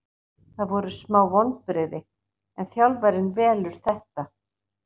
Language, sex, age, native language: Icelandic, female, 60-69, Icelandic